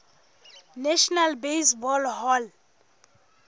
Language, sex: Southern Sotho, female